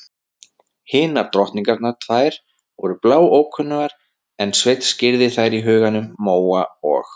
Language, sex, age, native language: Icelandic, male, 30-39, Icelandic